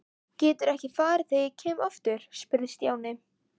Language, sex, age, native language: Icelandic, female, 11, Icelandic